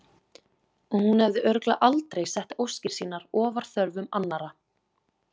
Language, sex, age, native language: Icelandic, female, 20-29, Icelandic